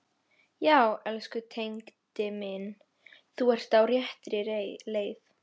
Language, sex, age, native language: Icelandic, female, 11, Polish